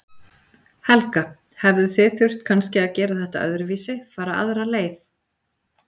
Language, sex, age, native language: Icelandic, female, 40-49, Icelandic